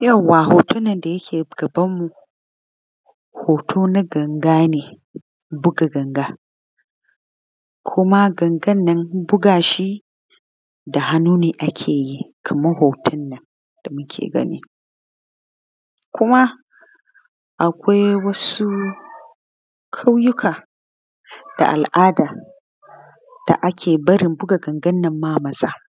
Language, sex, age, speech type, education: Hausa, female, 15-29, spontaneous, tertiary